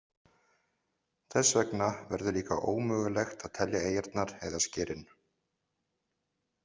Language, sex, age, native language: Icelandic, male, 40-49, Icelandic